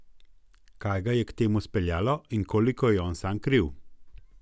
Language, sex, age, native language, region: Slovenian, male, 50-59, Slovenian, Gorenjska region